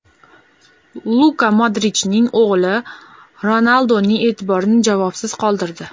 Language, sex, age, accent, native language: Uzbek, female, 18-24, Andijon, Uzbek